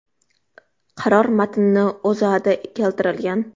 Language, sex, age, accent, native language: Uzbek, female, 12-17, Toshkent shahri, Uzbek